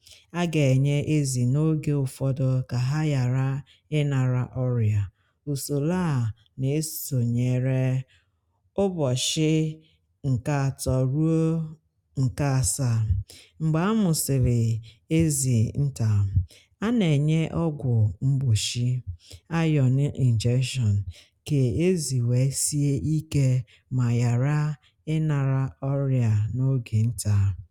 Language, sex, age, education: Igbo, female, 30-45, tertiary